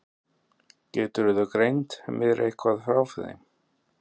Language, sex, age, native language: Icelandic, male, 30-39, Icelandic